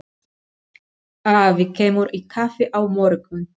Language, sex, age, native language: Icelandic, female, 40-49, Spanish